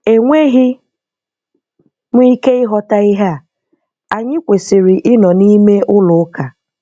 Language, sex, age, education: Igbo, female, 15-29, tertiary